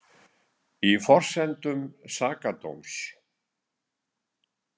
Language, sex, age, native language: Icelandic, male, 70-79, Icelandic